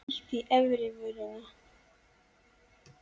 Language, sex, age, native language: Icelandic, female, 10, Icelandic